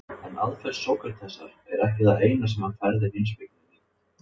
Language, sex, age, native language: Icelandic, male, 30-39, Icelandic